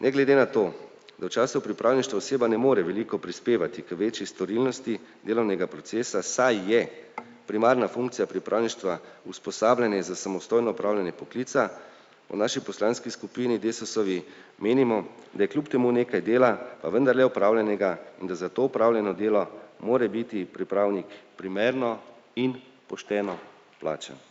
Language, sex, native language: Slovenian, male, Slovenian